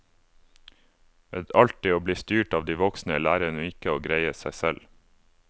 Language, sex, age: Norwegian, male, 28